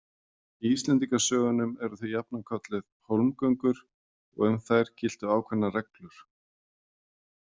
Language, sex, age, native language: Icelandic, male, 40-49, Icelandic